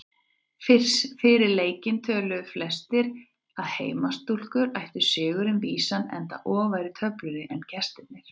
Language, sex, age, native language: Icelandic, female, 30-39, Icelandic